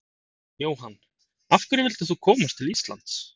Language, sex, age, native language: Icelandic, male, 30-39, Icelandic